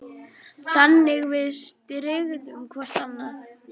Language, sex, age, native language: Icelandic, female, 9, Icelandic